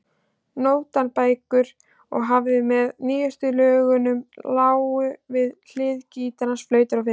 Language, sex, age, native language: Icelandic, female, 16, Icelandic